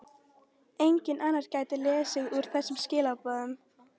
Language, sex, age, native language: Icelandic, female, 13, Icelandic